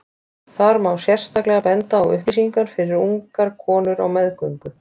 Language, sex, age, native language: Icelandic, female, 20-29, Icelandic